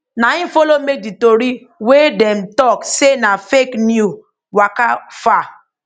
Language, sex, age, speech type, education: Nigerian Pidgin, female, 30-45, spontaneous, tertiary